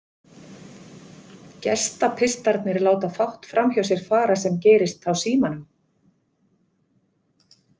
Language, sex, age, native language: Icelandic, female, 50-59, Icelandic